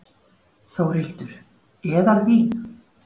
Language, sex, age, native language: Icelandic, female, 40-49, Icelandic